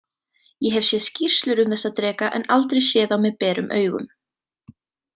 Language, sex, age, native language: Icelandic, female, 18-19, Icelandic